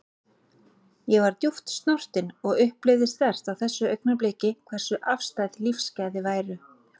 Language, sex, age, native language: Icelandic, female, 40-49, Icelandic